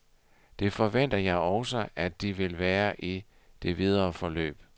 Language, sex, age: Danish, male, 60